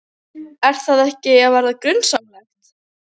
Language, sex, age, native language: Icelandic, female, 15, Icelandic